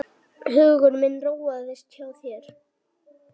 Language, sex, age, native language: Icelandic, female, 8, Icelandic